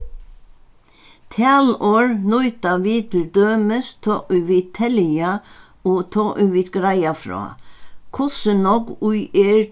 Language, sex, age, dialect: Faroese, female, 61+, Sandoy